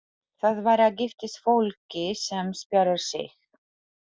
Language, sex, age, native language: Icelandic, female, 40-49, Polish